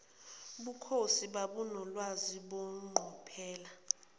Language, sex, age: Zulu, female, 29